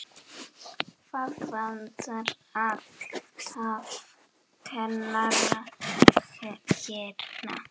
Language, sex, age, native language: Icelandic, female, 7, Icelandic